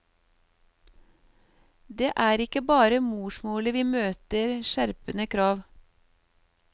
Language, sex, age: Norwegian, female, 38